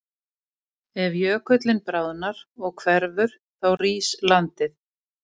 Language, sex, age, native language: Icelandic, female, 60-69, Icelandic